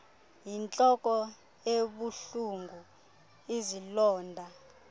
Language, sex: Xhosa, female